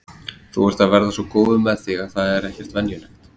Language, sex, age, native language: Icelandic, male, 30-39, Icelandic